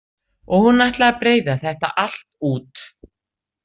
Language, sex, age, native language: Icelandic, female, 60-69, Icelandic